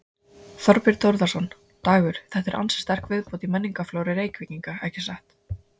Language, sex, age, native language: Icelandic, female, 20-29, Icelandic